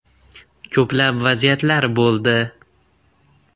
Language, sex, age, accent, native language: Uzbek, male, 19-29, Andijon, Uzbek